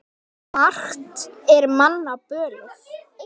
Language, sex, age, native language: Icelandic, female, 18-19, Icelandic